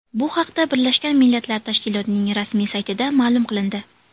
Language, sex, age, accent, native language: Uzbek, female, 18-24, Toshkent shahri, Uzbek